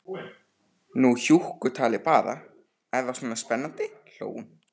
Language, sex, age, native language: Icelandic, male, 13, Icelandic